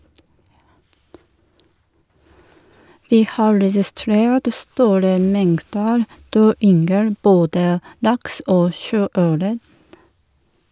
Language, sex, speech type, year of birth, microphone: Norwegian, female, read, 1978, Shure